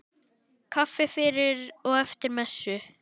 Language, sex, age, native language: Icelandic, male, 10, Icelandic